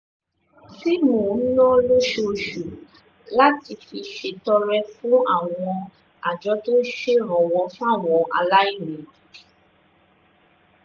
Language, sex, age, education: Yoruba, female, 15-29, tertiary